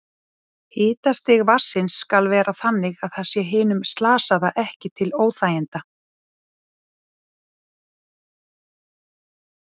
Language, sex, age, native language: Icelandic, female, 40-49, Icelandic